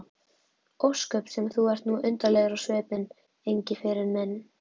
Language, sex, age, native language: Icelandic, female, 11, Icelandic